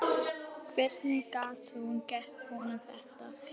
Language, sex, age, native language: Icelandic, female, 11, Icelandic